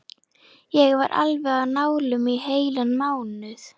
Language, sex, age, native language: Icelandic, female, 11, Icelandic